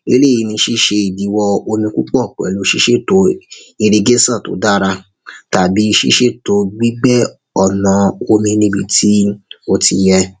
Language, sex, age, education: Yoruba, male, 30-45, secondary